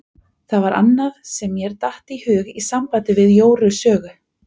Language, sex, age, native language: Icelandic, female, 40-49, Icelandic